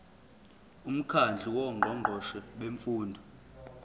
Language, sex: Zulu, male